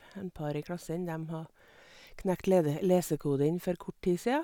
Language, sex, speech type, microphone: Norwegian, female, spontaneous, Sennheiser